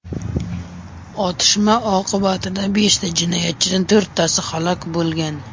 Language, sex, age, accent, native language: Uzbek, male, under 19, Sirdaryo, Uzbek